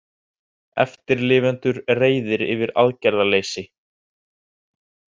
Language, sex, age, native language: Icelandic, male, 18-19, Icelandic